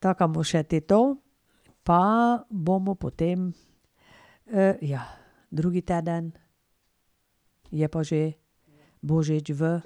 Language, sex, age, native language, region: Slovenian, female, 60+, Slovenian, Pomurje region